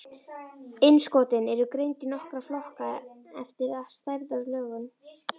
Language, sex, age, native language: Icelandic, female, 11, Icelandic